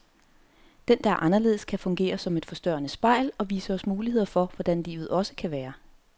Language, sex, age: Danish, female, 30